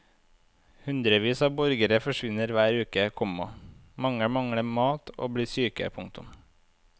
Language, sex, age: Norwegian, male, 25